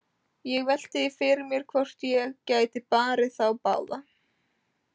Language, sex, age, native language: Icelandic, female, 18-19, Icelandic